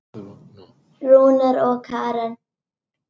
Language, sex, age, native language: Icelandic, female, 8, Icelandic